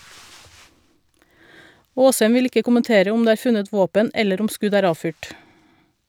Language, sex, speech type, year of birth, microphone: Norwegian, female, read, 1972, Shure